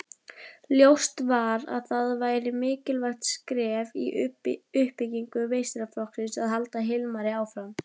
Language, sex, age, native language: Icelandic, female, 20-29, Icelandic